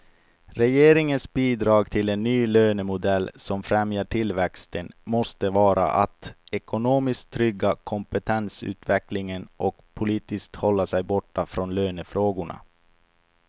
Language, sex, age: Swedish, male, 28